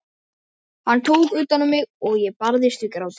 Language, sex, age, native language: Icelandic, male, 12, Icelandic